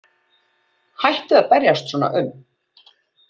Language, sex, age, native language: Icelandic, female, 40-49, Icelandic